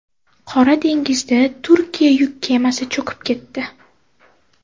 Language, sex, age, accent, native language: Uzbek, female, 18-24, Toshkent viloyati, Uzbek